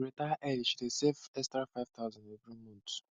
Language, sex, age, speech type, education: Nigerian Pidgin, male, 15-29, spontaneous, secondary